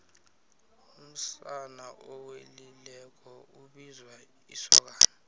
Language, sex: South Ndebele, male